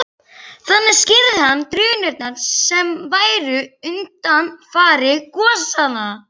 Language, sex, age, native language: Icelandic, female, 11, Icelandic